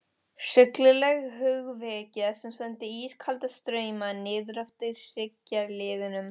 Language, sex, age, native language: Icelandic, female, 13, Spanish